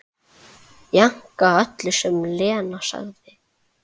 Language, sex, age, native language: Icelandic, male, 8, Icelandic